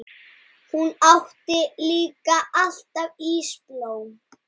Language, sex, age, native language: Icelandic, male, 9, Icelandic